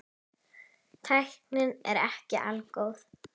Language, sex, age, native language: Icelandic, female, 10, Icelandic